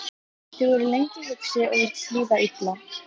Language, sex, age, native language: Icelandic, female, 11, Icelandic